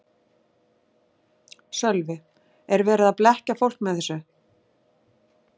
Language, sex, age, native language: Icelandic, female, 60-69, Icelandic